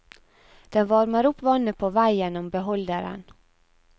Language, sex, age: Norwegian, female, 34